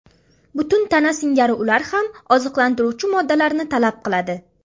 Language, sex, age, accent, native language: Uzbek, female, under 19, Farg'ona, Uzbek